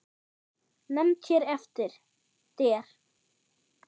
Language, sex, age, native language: Icelandic, female, 8, German